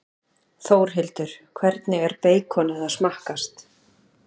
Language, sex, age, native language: Icelandic, female, 30-39, Icelandic